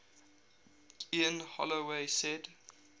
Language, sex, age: English, male, 19